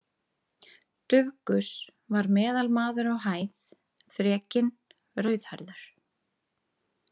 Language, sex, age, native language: Icelandic, female, 30-39, Icelandic